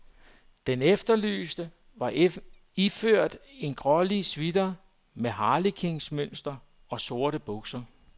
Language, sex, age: Danish, male, 44